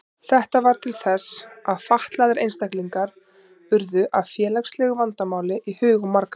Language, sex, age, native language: Icelandic, female, 30-39, Icelandic